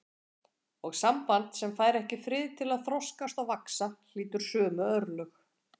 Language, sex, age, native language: Icelandic, female, 40-49, Icelandic